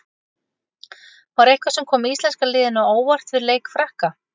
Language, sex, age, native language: Icelandic, female, 40-49, Icelandic